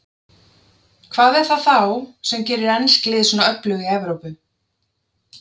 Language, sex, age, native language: Icelandic, female, 30-39, Icelandic